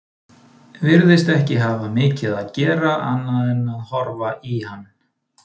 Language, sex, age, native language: Icelandic, male, 30-39, Icelandic